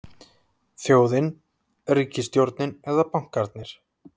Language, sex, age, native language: Icelandic, male, 30-39, Icelandic